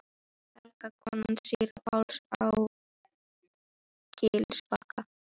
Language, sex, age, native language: Icelandic, female, 13, Icelandic